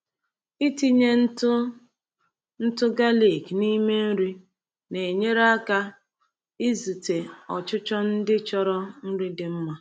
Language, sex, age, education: Igbo, female, 30-45, tertiary